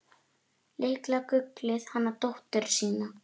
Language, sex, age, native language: Icelandic, female, 8, Icelandic